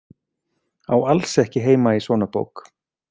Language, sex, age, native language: Icelandic, male, 40-49, Icelandic